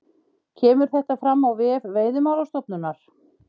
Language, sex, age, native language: Icelandic, female, 50-59, Icelandic